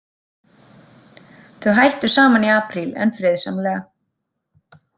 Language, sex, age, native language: Icelandic, female, 30-39, Icelandic